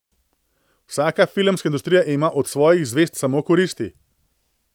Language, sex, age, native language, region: Slovenian, male, 30-49, Slovenian, Central Slovenia